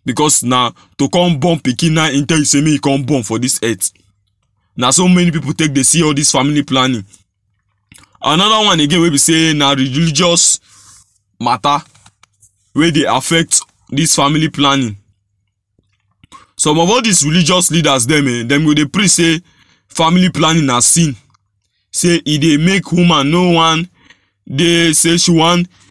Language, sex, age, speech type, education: Nigerian Pidgin, male, 15-29, spontaneous, tertiary